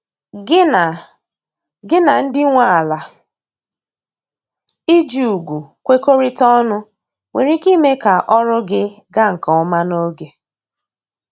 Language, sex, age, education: Igbo, female, 30-45, tertiary